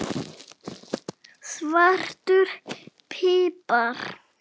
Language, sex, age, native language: Icelandic, male, 6, Icelandic